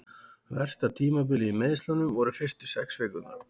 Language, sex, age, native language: Icelandic, male, 40-49, Icelandic